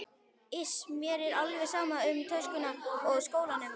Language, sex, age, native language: Icelandic, male, 11, Icelandic